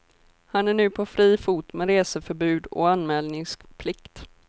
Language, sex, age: Swedish, female, 24